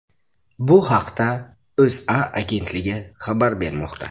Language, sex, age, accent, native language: Uzbek, male, 25-34, Buxoro, Uzbek